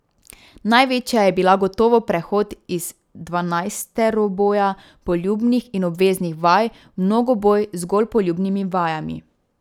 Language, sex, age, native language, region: Slovenian, female, 18-29, Slovenian, Drava region